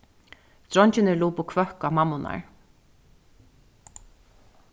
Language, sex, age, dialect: Faroese, female, 36-60, Suðuroy